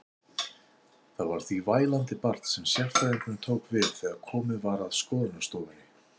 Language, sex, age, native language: Icelandic, male, 60-69, Icelandic